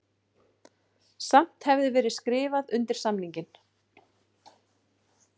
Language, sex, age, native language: Icelandic, female, 40-49, Icelandic